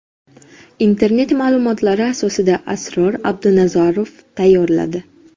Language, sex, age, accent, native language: Uzbek, female, 12-17, Jizzax, Uzbek